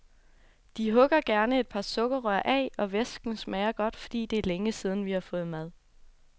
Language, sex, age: Danish, female, 24